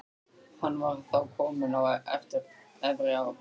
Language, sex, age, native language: Icelandic, male, 13, Icelandic